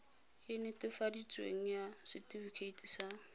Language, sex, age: Tswana, female, 22